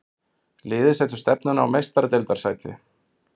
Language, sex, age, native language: Icelandic, male, 40-49, Icelandic